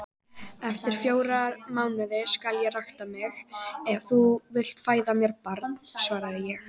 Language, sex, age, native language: Icelandic, female, 18-19, Icelandic